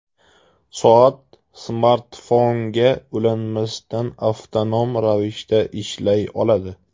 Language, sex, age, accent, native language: Uzbek, male, 18-24, Samarqand, Uzbek